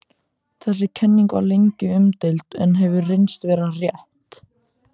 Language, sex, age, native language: Icelandic, male, 14, Icelandic